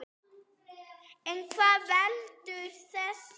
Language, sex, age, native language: Icelandic, female, 8, Icelandic